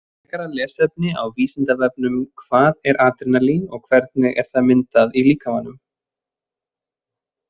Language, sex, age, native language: Icelandic, male, 20-29, Icelandic